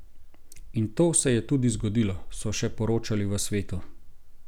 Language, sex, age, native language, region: Slovenian, male, 30-49, Slovenian, Gorenjska region